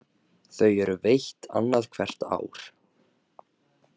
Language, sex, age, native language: Icelandic, male, 18-19, Icelandic